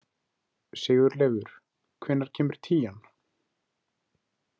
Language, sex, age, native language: Icelandic, male, 20-29, Icelandic